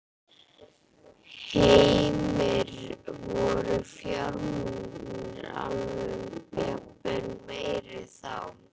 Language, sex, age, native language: Icelandic, female, 12, Icelandic